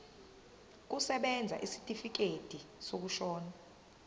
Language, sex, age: Zulu, female, 22